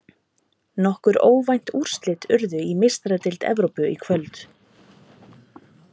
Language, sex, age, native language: Icelandic, female, 30-39, Icelandic